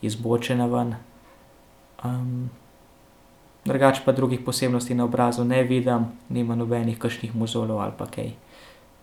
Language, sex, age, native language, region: Slovenian, male, 18-29, Slovenian, Central Slovenia